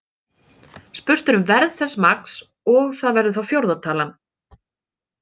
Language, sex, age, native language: Icelandic, female, 30-39, Icelandic